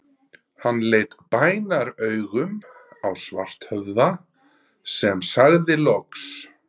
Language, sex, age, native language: Icelandic, male, 30-39, Icelandic